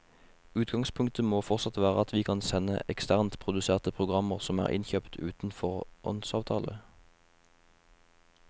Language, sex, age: Norwegian, male, 21